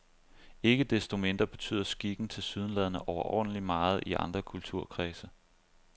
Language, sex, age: Danish, male, 25